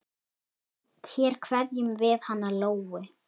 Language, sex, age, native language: Icelandic, female, 8, Icelandic